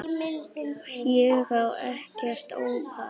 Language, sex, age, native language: Icelandic, female, 9, Icelandic